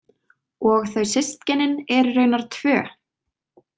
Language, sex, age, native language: Icelandic, female, 20-29, Icelandic